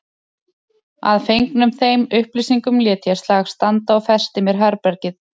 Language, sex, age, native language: Icelandic, male, 30-39, Icelandic